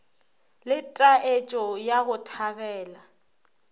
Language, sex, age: Northern Sotho, female, 26